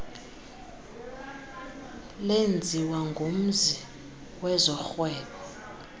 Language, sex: Xhosa, female